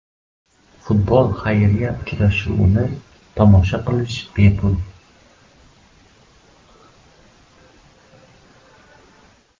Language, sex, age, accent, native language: Uzbek, male, 12-17, Surxondaryo, Uzbek